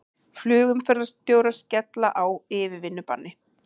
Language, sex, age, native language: Icelandic, female, 40-49, Icelandic